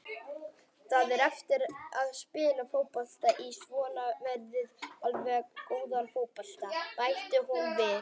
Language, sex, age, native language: Icelandic, female, 18-19, Icelandic